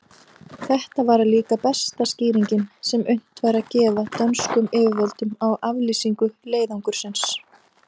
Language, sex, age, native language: Icelandic, female, 30-39, Icelandic